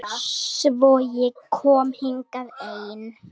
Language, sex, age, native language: Icelandic, female, 10, Icelandic